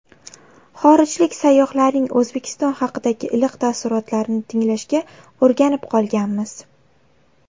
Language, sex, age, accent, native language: Uzbek, female, 18-24, Navoiy, Uzbek